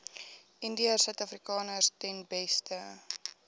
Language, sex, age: Afrikaans, female, 18